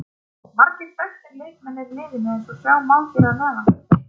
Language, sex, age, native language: Icelandic, female, 30-39, Icelandic